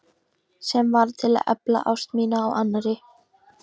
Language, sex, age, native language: Icelandic, female, 13, Icelandic